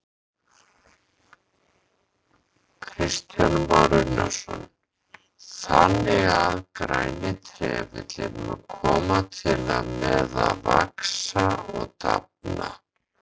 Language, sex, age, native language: Icelandic, male, 30-39, Icelandic